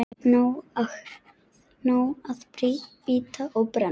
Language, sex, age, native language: Icelandic, male, 9, Icelandic